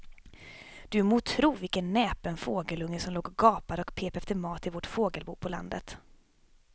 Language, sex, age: Swedish, female, 26